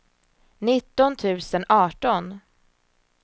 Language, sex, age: Swedish, female, 34